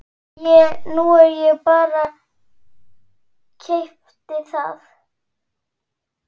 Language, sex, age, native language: Icelandic, female, 8, Icelandic